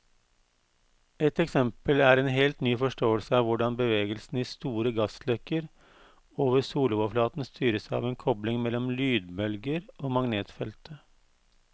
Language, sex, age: Norwegian, male, 52